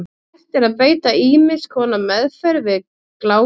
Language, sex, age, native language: Icelandic, female, 30-39, Icelandic